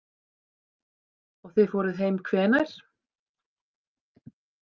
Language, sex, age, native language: Icelandic, female, 50-59, Icelandic